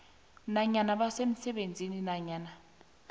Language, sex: South Ndebele, female